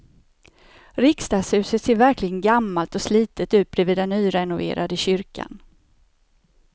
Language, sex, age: Swedish, female, 54